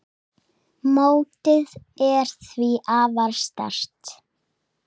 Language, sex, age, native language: Icelandic, male, 7, Icelandic